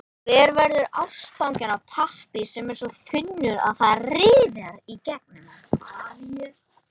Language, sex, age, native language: Icelandic, male, 18-19, Icelandic